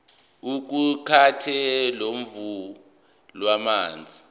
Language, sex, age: Zulu, male, 24